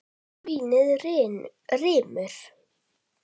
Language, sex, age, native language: Icelandic, male, 10, Icelandic